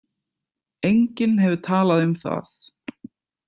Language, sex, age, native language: Icelandic, male, 20-29, Icelandic